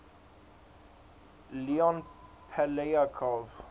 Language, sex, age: English, male, 19